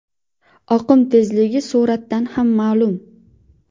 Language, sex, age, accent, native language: Uzbek, female, 19-29, Qashqadaryo, Uzbek